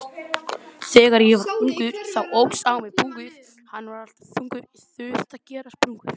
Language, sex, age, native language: Icelandic, male, 20-29, Icelandic